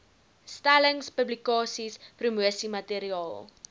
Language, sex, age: Afrikaans, female, 19